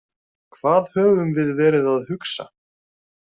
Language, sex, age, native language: Icelandic, male, 20-29, Icelandic